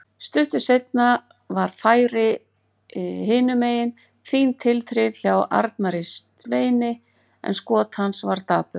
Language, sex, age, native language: Icelandic, female, 40-49, Icelandic